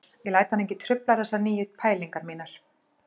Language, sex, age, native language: Icelandic, female, 40-49, Icelandic